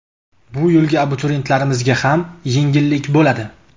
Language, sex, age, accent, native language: Uzbek, male, 25-34, Qashqadaryo, Uzbek